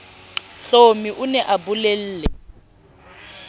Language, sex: Southern Sotho, female